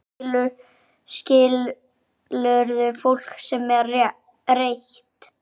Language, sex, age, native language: Icelandic, male, 8, Icelandic